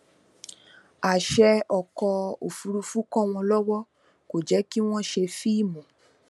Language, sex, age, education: Yoruba, female, 15-29, tertiary